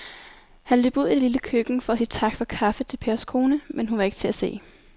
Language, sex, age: Danish, female, 19